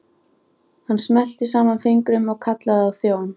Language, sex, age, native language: Icelandic, female, 14, Icelandic